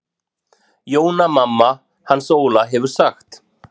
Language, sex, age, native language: Icelandic, male, 40-49, Icelandic